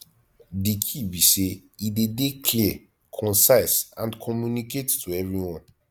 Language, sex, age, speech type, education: Nigerian Pidgin, male, 15-29, spontaneous, tertiary